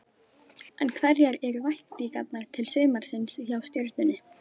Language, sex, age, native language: Icelandic, female, 12, Icelandic